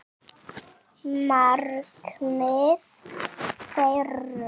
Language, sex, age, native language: Icelandic, female, 7, Icelandic